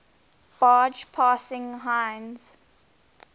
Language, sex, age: English, female, 20